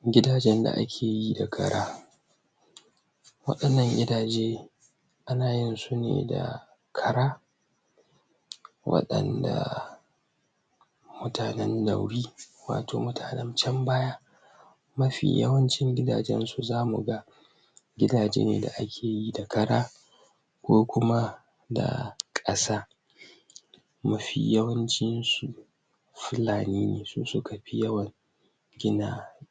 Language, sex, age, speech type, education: Hausa, male, 15-29, spontaneous, tertiary